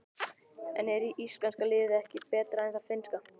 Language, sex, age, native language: Icelandic, male, 12, Icelandic